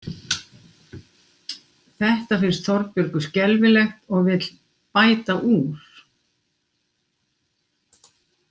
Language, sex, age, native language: Icelandic, female, 60-69, Icelandic